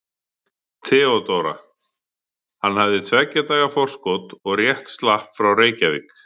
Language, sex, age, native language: Icelandic, male, 40-49, Icelandic